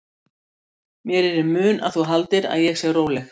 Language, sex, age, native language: Icelandic, female, 60-69, Icelandic